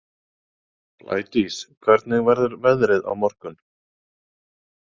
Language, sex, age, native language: Icelandic, male, 30-39, Icelandic